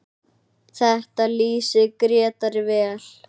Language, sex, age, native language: Icelandic, male, 9, Icelandic